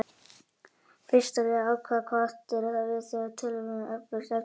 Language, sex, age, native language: Icelandic, male, 18-19, Icelandic